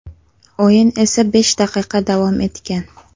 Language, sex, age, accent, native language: Uzbek, female, 18-24, Andijon, Uzbek